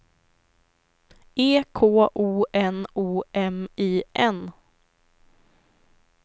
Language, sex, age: Swedish, female, 25